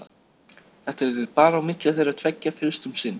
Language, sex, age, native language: Icelandic, male, 13, Icelandic